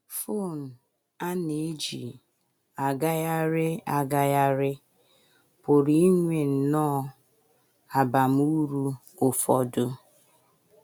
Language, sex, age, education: Igbo, female, 30-45, tertiary